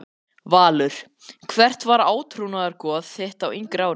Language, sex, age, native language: Icelandic, male, 13, Icelandic